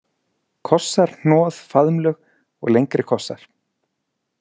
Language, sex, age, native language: Icelandic, male, 40-49, Icelandic